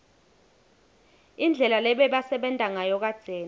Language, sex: Swati, female